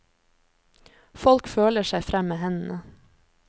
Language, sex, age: Norwegian, female, 26